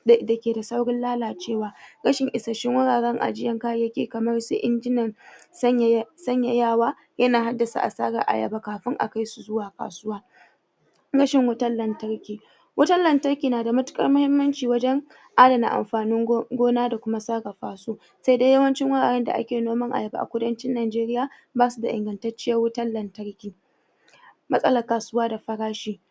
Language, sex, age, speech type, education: Hausa, female, 46-60, spontaneous, tertiary